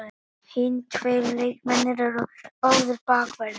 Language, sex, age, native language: Icelandic, male, 18-19, Icelandic